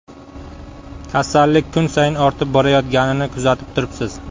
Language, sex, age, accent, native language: Uzbek, male, 25-34, Qashqadaryo, Uzbek